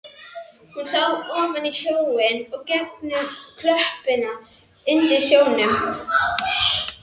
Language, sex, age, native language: Icelandic, female, 11, Icelandic